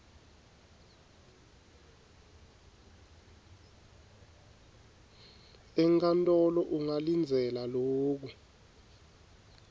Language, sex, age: Swati, male, 23